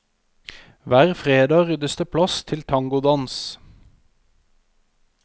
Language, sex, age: Norwegian, male, 31